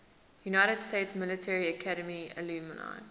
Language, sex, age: English, female, 19